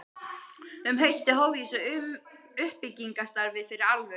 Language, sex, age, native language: Icelandic, female, 12, Icelandic